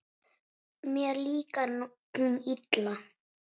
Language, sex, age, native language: Icelandic, female, 8, Icelandic